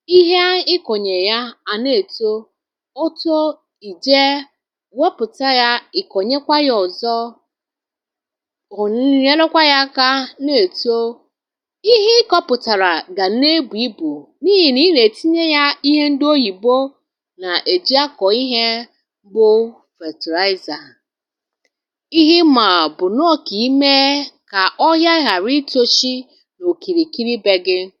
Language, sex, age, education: Igbo, female, 30-45, tertiary